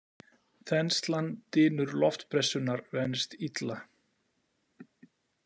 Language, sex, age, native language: Icelandic, male, 40-49, Icelandic